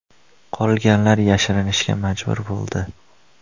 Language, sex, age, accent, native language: Uzbek, male, under 19, Andijon, Uzbek